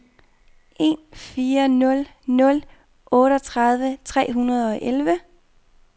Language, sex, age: Danish, female, 24